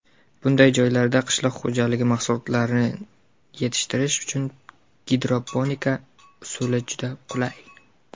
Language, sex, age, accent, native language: Uzbek, male, 19-29, Jizzax, Uzbek